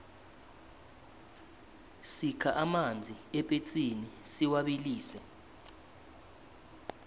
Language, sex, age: South Ndebele, male, 19